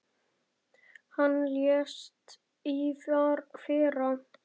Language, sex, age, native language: Icelandic, male, 9, Icelandic